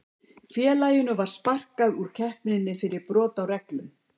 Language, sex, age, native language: Icelandic, female, 70-79, Icelandic